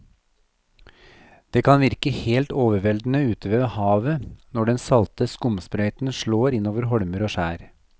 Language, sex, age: Norwegian, male, 40